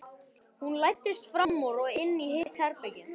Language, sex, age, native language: Icelandic, male, 12, Icelandic